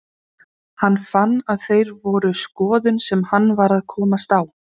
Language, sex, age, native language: Icelandic, female, 20-29, Icelandic